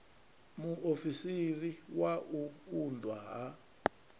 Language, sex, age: Venda, male, 39